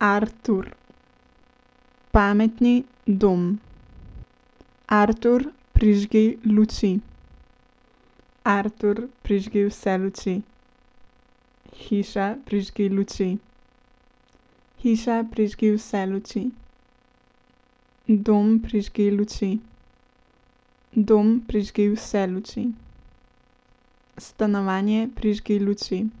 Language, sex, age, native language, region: Slovenian, female, 18-29, Slovenian, Central Slovenia